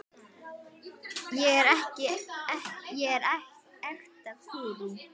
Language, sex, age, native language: Icelandic, female, 10, Icelandic